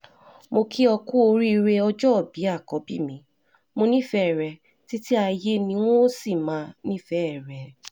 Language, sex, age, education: Yoruba, female, 15-29, tertiary